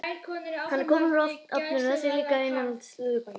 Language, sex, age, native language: Icelandic, male, 18-19, Icelandic